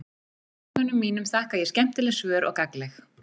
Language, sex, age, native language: Icelandic, female, 40-49, Icelandic